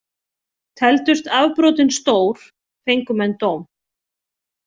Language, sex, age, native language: Icelandic, female, 40-49, Icelandic